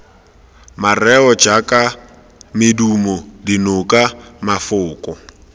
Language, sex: Tswana, male